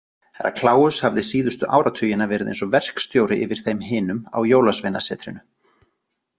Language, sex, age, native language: Icelandic, other, 40-49, Icelandic